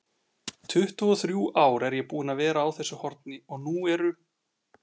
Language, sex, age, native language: Icelandic, male, 40-49, Icelandic